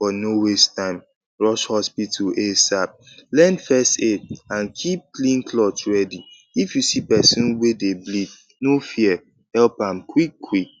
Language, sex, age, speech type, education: Nigerian Pidgin, male, 15-29, spontaneous, tertiary